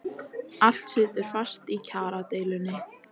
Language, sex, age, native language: Icelandic, female, 18-19, Icelandic